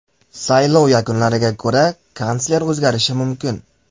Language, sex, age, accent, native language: Uzbek, male, 18-24, Jizzax, Uzbek